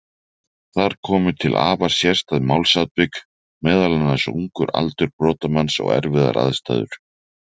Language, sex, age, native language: Icelandic, male, 40-49, Icelandic